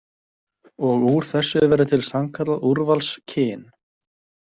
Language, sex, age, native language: Icelandic, male, 20-29, Icelandic